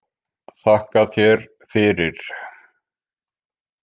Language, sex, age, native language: Icelandic, male, 50-59, Icelandic